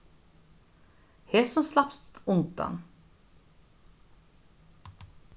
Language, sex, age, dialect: Faroese, female, 61+, Norðurstreymoy/Eysturoy